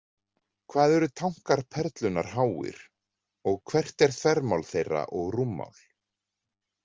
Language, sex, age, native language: Icelandic, male, 40-49, Icelandic